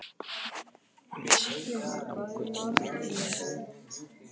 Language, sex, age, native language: Icelandic, male, 15, Icelandic